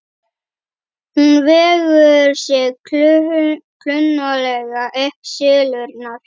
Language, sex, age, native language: Icelandic, female, 11, Icelandic